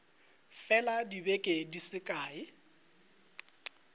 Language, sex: Northern Sotho, male